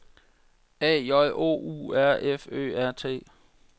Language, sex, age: Danish, male, 46